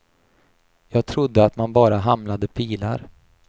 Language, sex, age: Swedish, male, 28